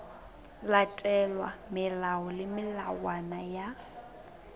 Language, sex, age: Southern Sotho, female, 20